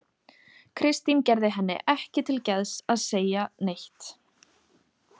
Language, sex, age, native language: Icelandic, female, 20-29, Icelandic